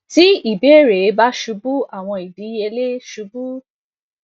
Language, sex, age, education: Yoruba, female, 15-29, tertiary